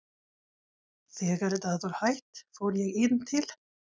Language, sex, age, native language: Icelandic, female, 40-49, Swedish